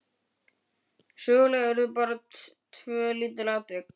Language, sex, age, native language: Icelandic, male, 12, Icelandic